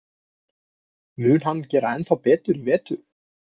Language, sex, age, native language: Icelandic, male, 20-29, Icelandic